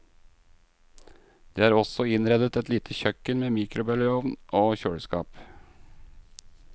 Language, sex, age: Norwegian, male, 38